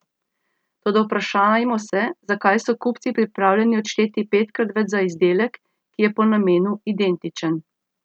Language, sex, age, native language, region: Slovenian, female, 30-49, Slovenian, Central Slovenia